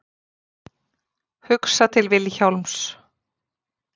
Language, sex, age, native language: Icelandic, female, 40-49, Icelandic